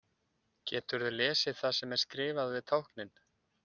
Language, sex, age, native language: Icelandic, male, 20-29, Icelandic